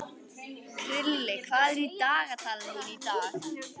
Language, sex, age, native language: Icelandic, female, 18-19, Icelandic